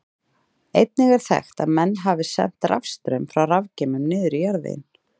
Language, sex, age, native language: Icelandic, female, 30-39, Icelandic